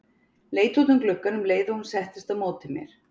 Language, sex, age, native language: Icelandic, female, 40-49, Icelandic